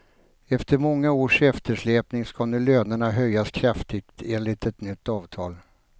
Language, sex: Swedish, male